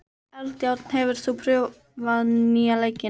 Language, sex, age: Icelandic, female, 12